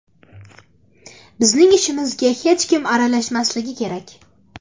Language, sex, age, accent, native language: Uzbek, female, under 19, Andijon, Uzbek